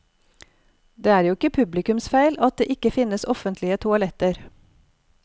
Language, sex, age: Norwegian, female, 48